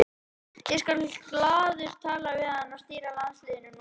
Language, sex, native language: Icelandic, male, Icelandic